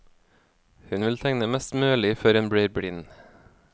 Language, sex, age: Norwegian, male, 24